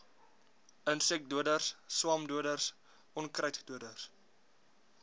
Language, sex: Afrikaans, male